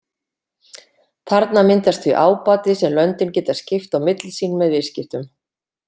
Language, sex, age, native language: Icelandic, female, 50-59, Icelandic